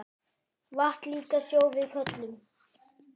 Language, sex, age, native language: Icelandic, male, 10, Icelandic